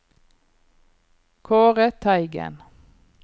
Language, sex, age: Norwegian, female, 39